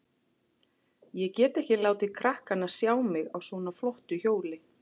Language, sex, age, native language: Icelandic, female, 40-49, Icelandic